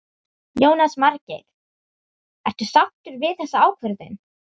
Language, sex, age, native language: Icelandic, female, 18-19, Icelandic